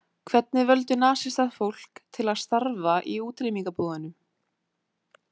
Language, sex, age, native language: Icelandic, female, 18-19, Icelandic